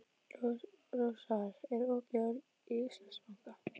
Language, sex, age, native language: Icelandic, female, 12, Icelandic